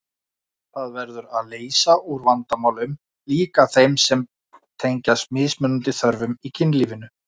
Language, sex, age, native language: Icelandic, male, 40-49, Icelandic